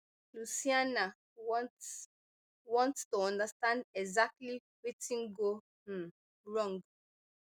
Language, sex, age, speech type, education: Nigerian Pidgin, female, 30-45, spontaneous, tertiary